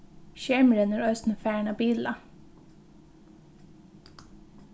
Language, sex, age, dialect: Faroese, female, 15-35, Norðurstreymoy/Eysturoy